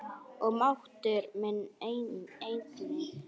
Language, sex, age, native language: Icelandic, male, 9, Icelandic